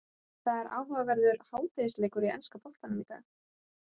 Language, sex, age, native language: Icelandic, female, 30-39, Icelandic